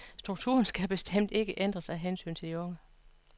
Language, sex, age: Danish, female, 56